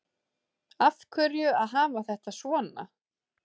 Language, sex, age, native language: Icelandic, female, 30-39, Icelandic